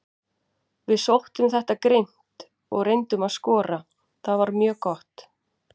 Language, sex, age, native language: Icelandic, female, 40-49, Icelandic